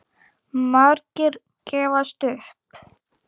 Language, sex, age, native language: Icelandic, female, 9, Icelandic